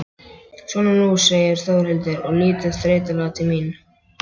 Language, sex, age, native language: Icelandic, male, 11, Icelandic